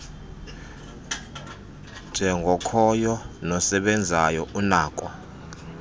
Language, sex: Xhosa, male